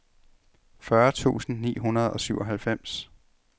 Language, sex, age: Danish, male, 33